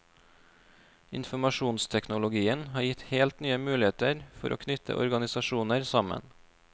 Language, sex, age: Norwegian, male, 26